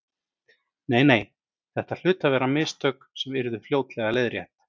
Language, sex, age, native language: Icelandic, male, 30-39, Icelandic